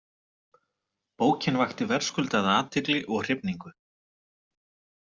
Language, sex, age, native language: Icelandic, male, 40-49, Icelandic